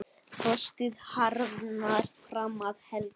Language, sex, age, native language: Icelandic, male, 8, Icelandic